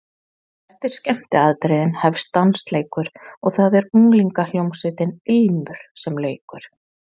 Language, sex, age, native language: Icelandic, female, 20-29, Icelandic